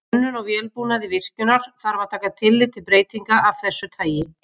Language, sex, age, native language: Icelandic, female, 50-59, Icelandic